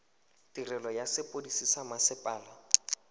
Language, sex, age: Tswana, male, 19